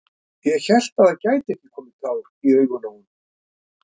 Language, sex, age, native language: Icelandic, male, 50-59, Icelandic